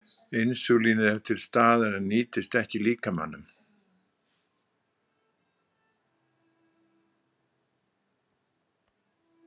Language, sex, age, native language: Icelandic, male, 60-69, Icelandic